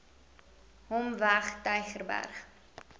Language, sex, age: Afrikaans, female, 22